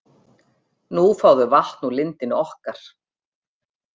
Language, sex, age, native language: Icelandic, female, 50-59, Icelandic